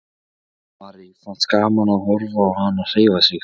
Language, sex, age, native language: Icelandic, male, 15, Icelandic